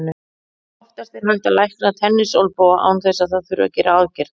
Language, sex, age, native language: Icelandic, female, 40-49, Icelandic